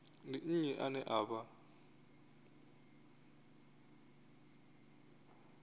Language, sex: Venda, male